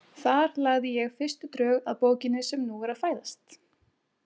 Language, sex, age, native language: Icelandic, female, 18-19, Icelandic